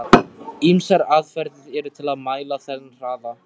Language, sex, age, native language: Icelandic, male, 12, Icelandic